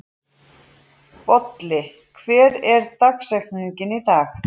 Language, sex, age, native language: Icelandic, female, 40-49, Icelandic